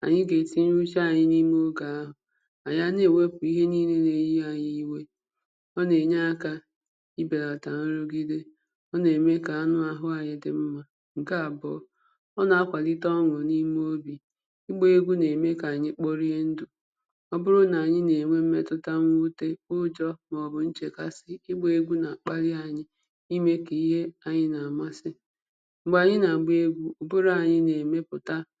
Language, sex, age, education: Igbo, female, 30-45, primary